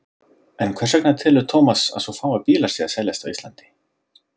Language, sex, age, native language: Icelandic, male, 30-39, Icelandic